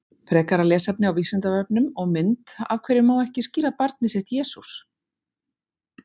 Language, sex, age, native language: Icelandic, female, 40-49, Icelandic